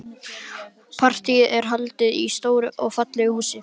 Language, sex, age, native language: Icelandic, male, 11, Icelandic